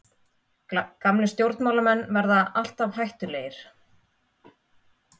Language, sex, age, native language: Icelandic, female, 30-39, Icelandic